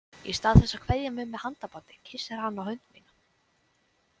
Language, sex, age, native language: Icelandic, female, 20-29, Icelandic